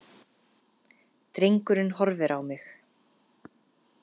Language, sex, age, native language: Icelandic, female, 30-39, Icelandic